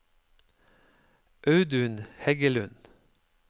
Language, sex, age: Norwegian, male, 53